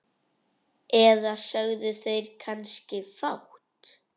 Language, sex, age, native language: Icelandic, male, 9, Icelandic